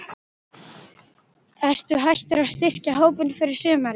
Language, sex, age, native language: Icelandic, female, 12, Icelandic